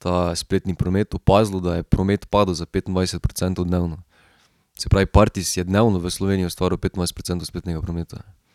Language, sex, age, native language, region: Slovenian, male, 18-29, Slovenian, Drava region